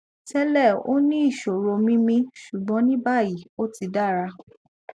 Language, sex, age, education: Yoruba, female, 15-29, tertiary